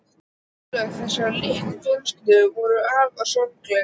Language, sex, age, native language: Icelandic, male, 12, Icelandic